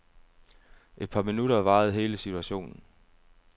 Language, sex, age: Danish, male, 30